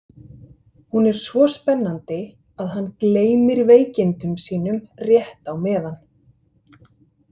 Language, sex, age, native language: Icelandic, male, 50-59, Icelandic